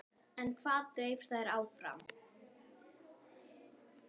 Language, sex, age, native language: Icelandic, female, 9, Icelandic